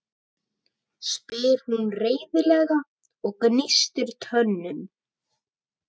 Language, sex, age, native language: Icelandic, male, 12, Icelandic